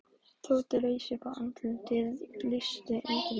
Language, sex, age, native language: Icelandic, female, 12, Icelandic